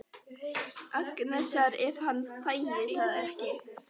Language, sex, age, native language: Icelandic, female, 11, Icelandic